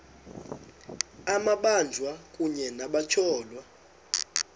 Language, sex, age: Xhosa, male, 19